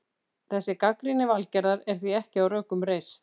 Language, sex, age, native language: Icelandic, female, 50-59, Icelandic